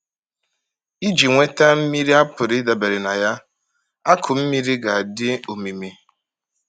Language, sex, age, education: Igbo, male, 30-45, tertiary